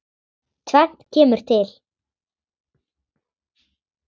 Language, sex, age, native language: Icelandic, female, 10, Icelandic